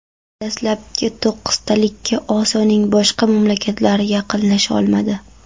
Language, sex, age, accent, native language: Uzbek, female, 12-17, Andijon, Karakalpak